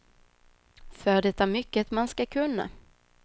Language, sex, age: Swedish, female, 26